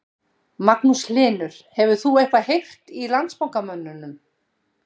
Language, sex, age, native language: Icelandic, female, 60-69, Icelandic